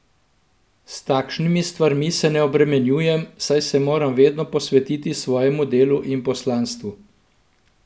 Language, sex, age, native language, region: Slovenian, male, 50-59, Slovenian, Central Slovenia